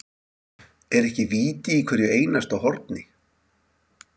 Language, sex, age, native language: Icelandic, male, 50-59, Icelandic